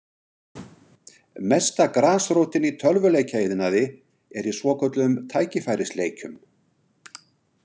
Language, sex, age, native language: Icelandic, male, 60-69, Icelandic